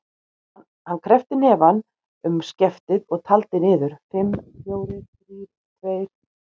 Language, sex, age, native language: Icelandic, female, 50-59, Icelandic